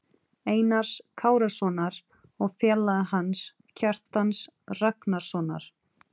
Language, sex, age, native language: Icelandic, female, 30-39, Portuguese